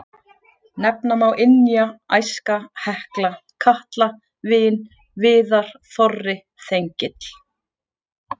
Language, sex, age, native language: Icelandic, female, 40-49, Icelandic